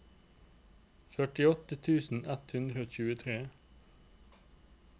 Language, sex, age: Norwegian, male, 29